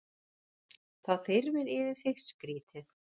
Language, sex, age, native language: Icelandic, female, 40-49, Icelandic